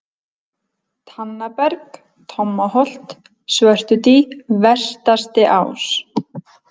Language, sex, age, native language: Icelandic, female, 20-29, Icelandic